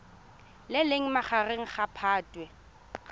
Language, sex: Tswana, female